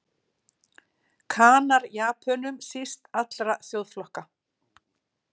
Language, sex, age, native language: Icelandic, female, 60-69, Icelandic